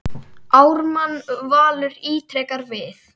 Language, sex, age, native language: Icelandic, male, 9, Icelandic